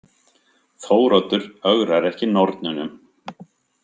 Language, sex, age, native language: Icelandic, male, 50-59, Icelandic